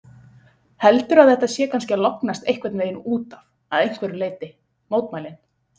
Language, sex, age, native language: Icelandic, female, 20-29, Icelandic